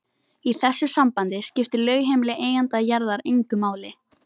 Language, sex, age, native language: Icelandic, female, 18-19, Icelandic